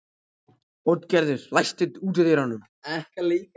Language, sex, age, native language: Icelandic, male, 14, Icelandic